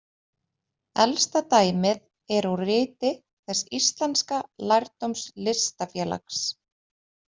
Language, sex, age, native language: Icelandic, female, 30-39, Icelandic